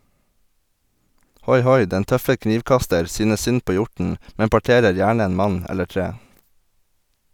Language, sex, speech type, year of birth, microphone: Norwegian, male, read, 1989, Sennheiser